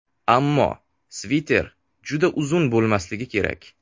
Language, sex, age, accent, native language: Uzbek, male, 18-24, Sirdaryo, Uzbek